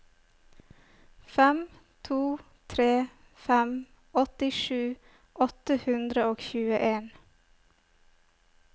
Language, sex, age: Norwegian, female, 25